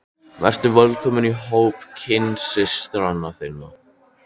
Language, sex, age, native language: Icelandic, male, 13, Icelandic